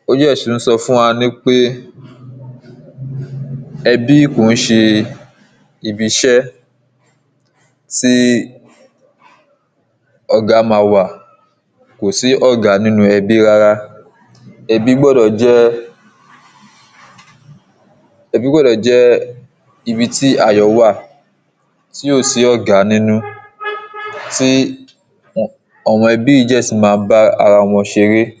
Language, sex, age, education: Yoruba, male, 15-29, secondary